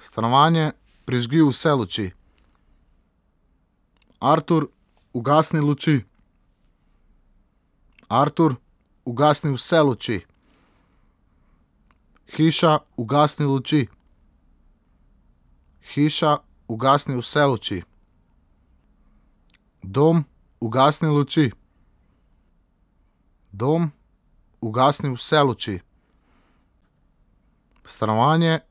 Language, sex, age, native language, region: Slovenian, male, 18-29, Slovenian, Southeast Slovenia